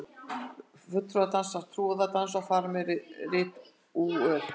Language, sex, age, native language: Icelandic, female, 60-69, Icelandic